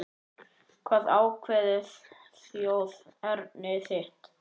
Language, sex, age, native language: Icelandic, male, 9, Icelandic